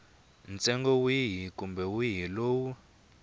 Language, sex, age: Tsonga, male, 20